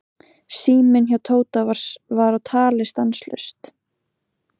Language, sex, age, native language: Icelandic, female, 20-29, Icelandic